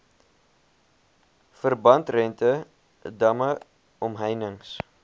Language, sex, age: Afrikaans, male, 21